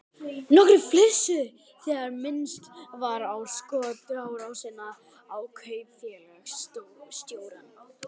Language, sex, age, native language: Icelandic, male, 12, Icelandic